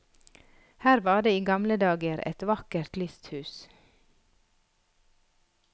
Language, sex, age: Norwegian, female, 46